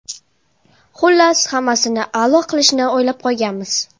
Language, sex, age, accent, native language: Uzbek, female, 12-17, Toshkent shahri, Uzbek